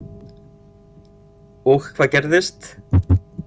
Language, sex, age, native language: Icelandic, male, 30-39, Icelandic